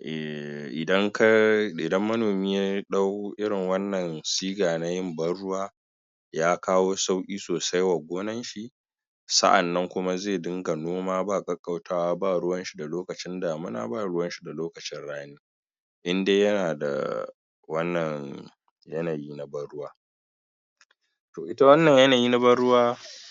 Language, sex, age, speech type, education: Hausa, male, 15-29, spontaneous, tertiary